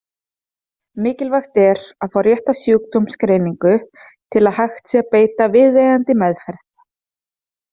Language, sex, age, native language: Icelandic, female, 30-39, Icelandic